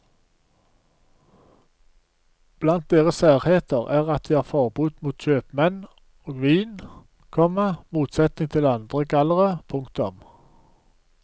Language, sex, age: Norwegian, male, 47